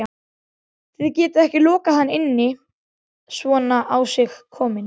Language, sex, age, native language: Icelandic, male, 12, Icelandic